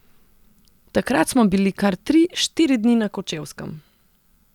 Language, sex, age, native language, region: Slovenian, female, 30-49, Serbian, Central Slovenia